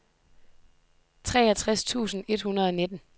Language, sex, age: Danish, female, 18